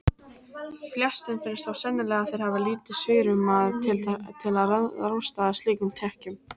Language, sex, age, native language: Icelandic, female, 18-19, Icelandic